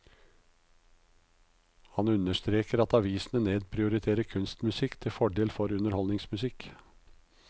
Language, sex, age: Norwegian, male, 56